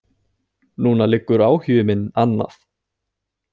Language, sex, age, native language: Icelandic, male, 20-29, Icelandic